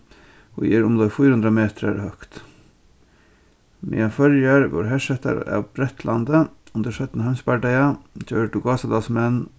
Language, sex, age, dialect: Faroese, male, 36-60, Norðurstreymoy/Eysturoy